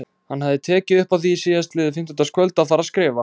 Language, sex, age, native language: Icelandic, male, 20-29, Icelandic